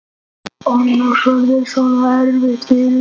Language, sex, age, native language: Icelandic, male, 12, Icelandic